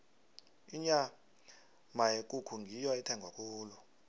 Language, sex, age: South Ndebele, male, 23